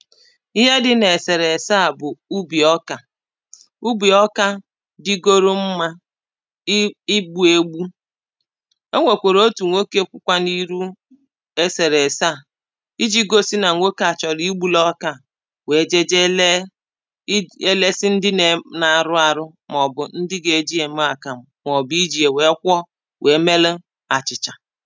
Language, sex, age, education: Igbo, female, 30-45, primary